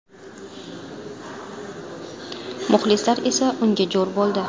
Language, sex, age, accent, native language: Uzbek, female, 18-24, Qashqadaryo, Uzbek